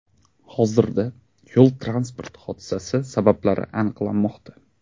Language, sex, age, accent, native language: Uzbek, male, 18-24, Namangan, Uzbek